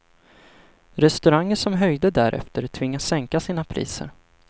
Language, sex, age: Swedish, male, 25